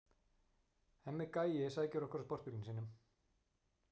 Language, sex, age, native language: Icelandic, male, 40-49, Icelandic